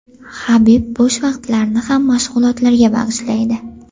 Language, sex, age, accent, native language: Uzbek, female, 18-24, Farg'ona, Uzbek